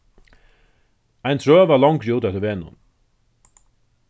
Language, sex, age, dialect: Faroese, male, 36-60, Suðurstreymoy